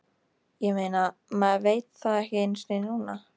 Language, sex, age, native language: Icelandic, female, 13, Icelandic